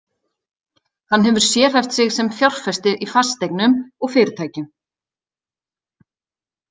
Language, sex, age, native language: Icelandic, female, 30-39, Icelandic